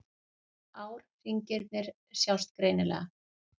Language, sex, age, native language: Icelandic, female, 40-49, Icelandic